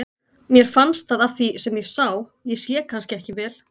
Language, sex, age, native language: Icelandic, female, 40-49, Icelandic